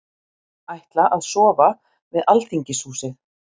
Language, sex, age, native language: Icelandic, female, 50-59, Icelandic